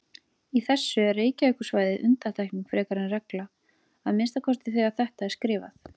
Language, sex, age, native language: Icelandic, female, 30-39, Icelandic